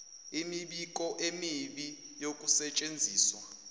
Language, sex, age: Zulu, male, 21